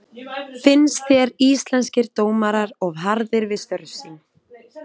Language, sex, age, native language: Icelandic, female, 20-29, Icelandic